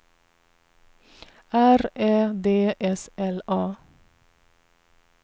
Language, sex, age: Swedish, female, 33